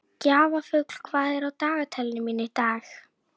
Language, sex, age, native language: Icelandic, female, 11, Icelandic